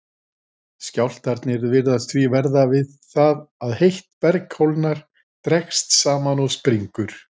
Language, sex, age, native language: Icelandic, female, 40-49, Icelandic